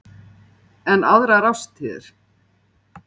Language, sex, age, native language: Icelandic, female, 40-49, Icelandic